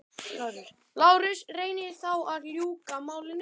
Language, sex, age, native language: Icelandic, male, 11, Icelandic